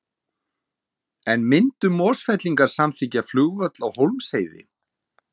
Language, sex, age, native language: Icelandic, male, 40-49, Icelandic